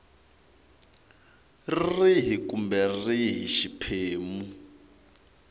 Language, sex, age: Tsonga, male, 22